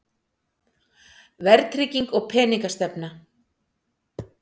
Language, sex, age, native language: Icelandic, female, 60-69, Icelandic